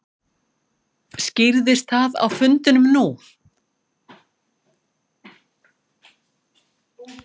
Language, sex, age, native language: Icelandic, female, 50-59, Icelandic